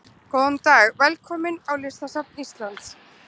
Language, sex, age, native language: Icelandic, other, 20-29, Icelandic